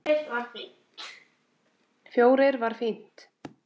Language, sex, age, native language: Icelandic, female, 7, Icelandic